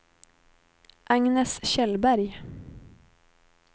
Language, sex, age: Swedish, female, 19